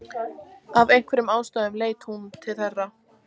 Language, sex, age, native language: Icelandic, female, 14, Icelandic